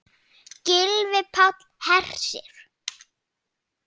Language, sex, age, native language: Icelandic, male, 7, Icelandic